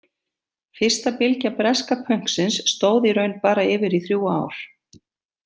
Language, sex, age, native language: Icelandic, female, 50-59, Icelandic